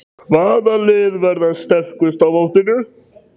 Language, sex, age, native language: Icelandic, male, 13, Icelandic